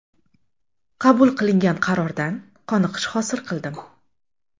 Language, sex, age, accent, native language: Uzbek, female, 25-34, Jizzax, Uzbek